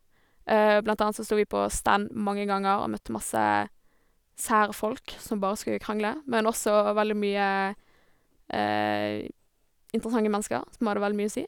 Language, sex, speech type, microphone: Norwegian, female, spontaneous, Sennheiser